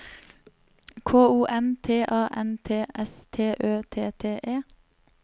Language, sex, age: Norwegian, female, 27